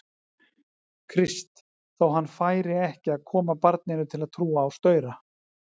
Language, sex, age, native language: Icelandic, male, 40-49, Icelandic